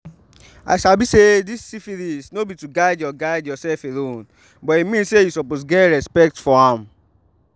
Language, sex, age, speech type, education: Nigerian Pidgin, male, 15-29, spontaneous, tertiary